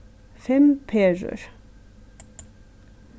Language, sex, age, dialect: Faroese, female, 36-60, Suðurstreymoy